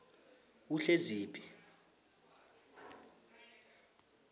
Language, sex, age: South Ndebele, male, 20